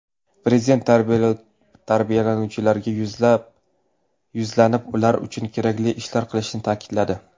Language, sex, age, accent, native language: Uzbek, male, 18-24, Navoiy, Uzbek